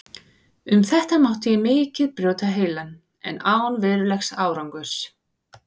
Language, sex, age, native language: Icelandic, female, 40-49, Icelandic